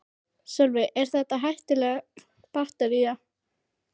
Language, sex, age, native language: Icelandic, female, 12, Icelandic